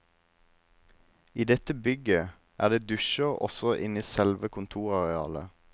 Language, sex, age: Norwegian, male, 26